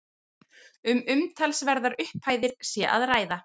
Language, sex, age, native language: Icelandic, female, 30-39, Icelandic